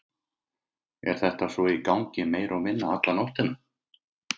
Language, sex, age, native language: Icelandic, male, 50-59, Icelandic